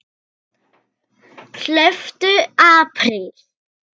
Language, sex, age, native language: Icelandic, female, 8, Icelandic